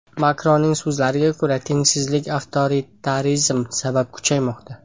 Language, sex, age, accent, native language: Uzbek, male, 18-24, Samarqand, Uzbek